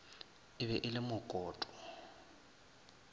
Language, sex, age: Northern Sotho, male, 23